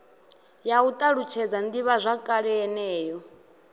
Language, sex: Venda, male